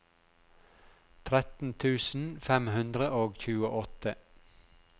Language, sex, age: Norwegian, male, 42